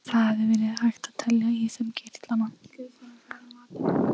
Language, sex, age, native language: Icelandic, female, 14, Icelandic